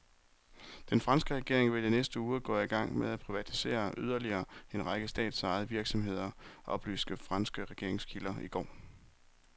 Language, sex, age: Danish, male, 23